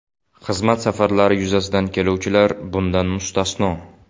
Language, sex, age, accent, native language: Uzbek, male, 18-24, Samarqand, Uzbek